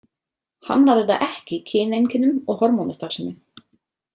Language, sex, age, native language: Icelandic, female, 30-39, Icelandic